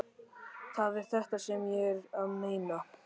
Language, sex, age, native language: Icelandic, male, 13, Icelandic